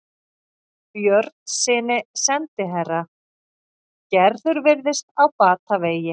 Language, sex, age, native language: Icelandic, female, 40-49, Icelandic